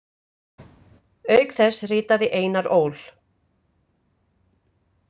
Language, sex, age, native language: Icelandic, female, 50-59, Icelandic